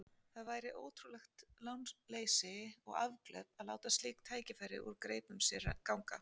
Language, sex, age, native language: Icelandic, female, 40-49, Icelandic